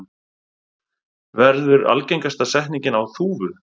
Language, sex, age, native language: Icelandic, male, 30-39, Icelandic